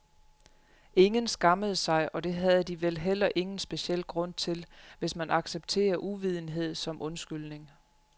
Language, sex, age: Danish, female, 35